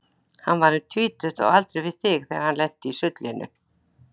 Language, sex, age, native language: Icelandic, female, 60-69, Icelandic